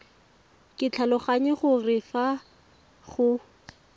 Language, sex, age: Tswana, female, 18